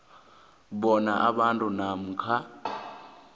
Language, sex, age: South Ndebele, male, 18